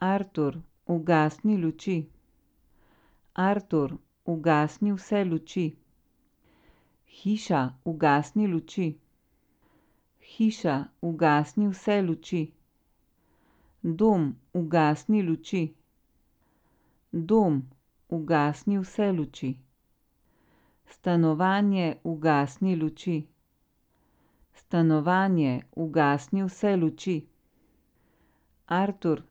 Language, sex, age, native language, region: Slovenian, female, 50-59, Slovenian, Central Slovenia